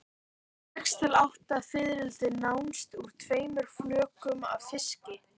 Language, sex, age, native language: Icelandic, female, 12, Icelandic